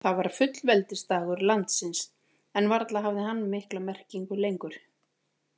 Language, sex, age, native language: Icelandic, female, 40-49, Icelandic